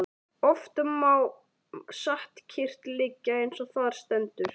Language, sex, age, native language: Icelandic, male, 11, Icelandic